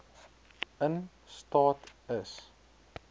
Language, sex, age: Afrikaans, male, 23